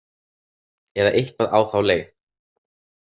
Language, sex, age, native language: Icelandic, male, 30-39, Icelandic